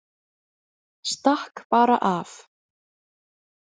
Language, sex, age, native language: Icelandic, female, 20-29, Icelandic